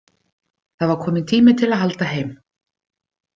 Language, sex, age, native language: Icelandic, female, 50-59, Icelandic